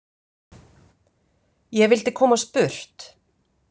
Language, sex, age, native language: Icelandic, female, 50-59, Icelandic